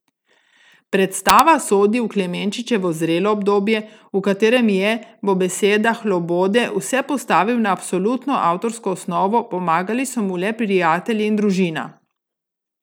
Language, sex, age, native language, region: Slovenian, female, 30-49, Slovenian, Gorica region